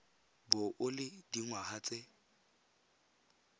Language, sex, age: Tswana, male, 20